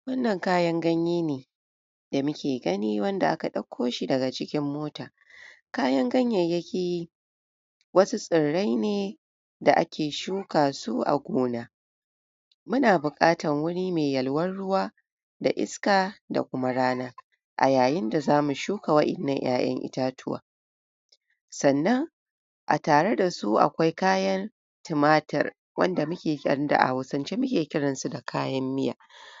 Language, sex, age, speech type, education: Hausa, female, 46-60, spontaneous, tertiary